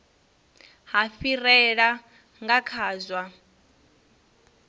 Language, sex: Venda, female